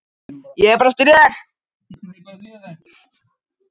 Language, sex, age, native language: Icelandic, male, 18-19, Japanese